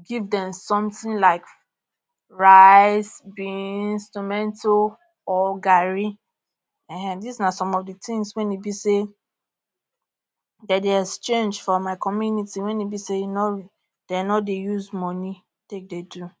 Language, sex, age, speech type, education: Nigerian Pidgin, female, 30-45, spontaneous, tertiary